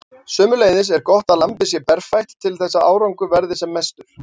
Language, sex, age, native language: Icelandic, male, 40-49, Icelandic